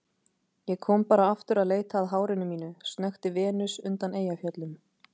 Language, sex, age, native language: Icelandic, female, 30-39, Icelandic